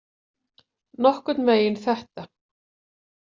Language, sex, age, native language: Icelandic, female, 40-49, Icelandic